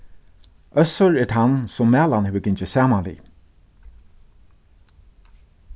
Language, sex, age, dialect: Faroese, male, 36-60, Suðurstreymoy